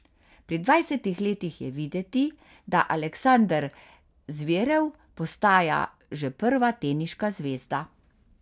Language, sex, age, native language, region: Slovenian, female, 50-59, Slovenian, Carinthia region